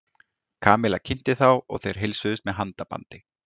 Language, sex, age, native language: Icelandic, male, 40-49, Icelandic